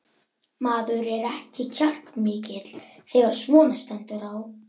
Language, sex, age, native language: Icelandic, male, 11, Icelandic